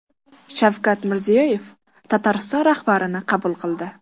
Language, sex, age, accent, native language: Uzbek, female, 12-17, Qashqadaryo, Uzbek